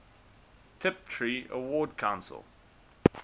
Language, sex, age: English, male, 19